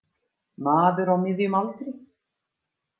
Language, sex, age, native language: Icelandic, female, 50-59, Icelandic